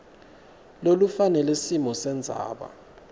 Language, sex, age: Swati, male, 19